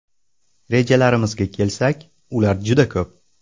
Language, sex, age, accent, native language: Uzbek, male, 18-24, Buxoro, Uzbek